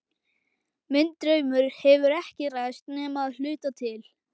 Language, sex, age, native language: Icelandic, male, 11, Icelandic